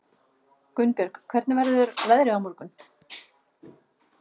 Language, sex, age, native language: Icelandic, female, 40-49, Icelandic